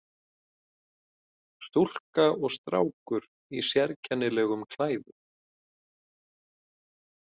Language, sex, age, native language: Icelandic, male, 30-39, Icelandic